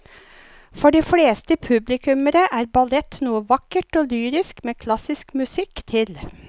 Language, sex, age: Norwegian, female, 54